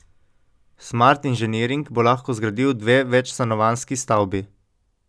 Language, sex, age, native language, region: Slovenian, male, 18-29, Slovenian, Coastal Karst region